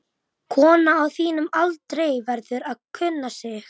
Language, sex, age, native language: Icelandic, male, 11, Icelandic